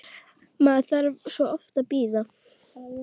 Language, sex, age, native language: Icelandic, female, 12, Icelandic